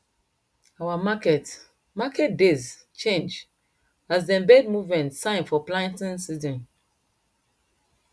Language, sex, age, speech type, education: Nigerian Pidgin, female, 30-45, spontaneous, tertiary